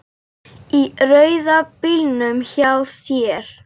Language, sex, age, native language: Icelandic, female, 8, Icelandic